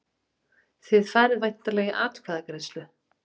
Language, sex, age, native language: Icelandic, female, 30-39, Icelandic